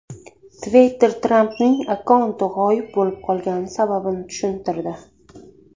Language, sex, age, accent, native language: Uzbek, female, 19-29, Surxondaryo, Uzbek